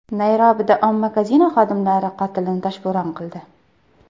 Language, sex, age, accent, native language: Uzbek, female, 19-29, Qashqadaryo, Uzbek